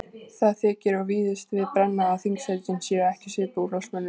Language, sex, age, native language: Icelandic, female, 20-29, Icelandic